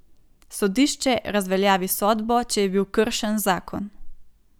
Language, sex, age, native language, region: Slovenian, female, 18-29, Slovenian, Gorenjska region